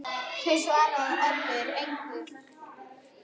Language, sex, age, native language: Icelandic, female, 9, Icelandic